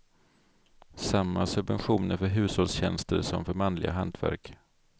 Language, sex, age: Swedish, male, 42